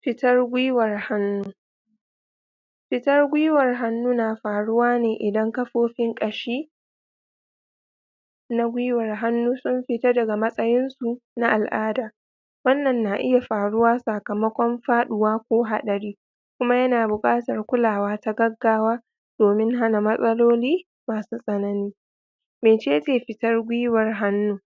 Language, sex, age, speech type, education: Hausa, female, 30-45, spontaneous, tertiary